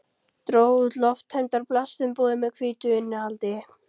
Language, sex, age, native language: Icelandic, female, 13, Icelandic